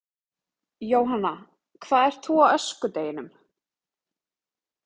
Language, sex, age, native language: Icelandic, female, 30-39, Icelandic